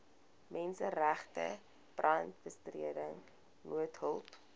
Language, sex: Afrikaans, female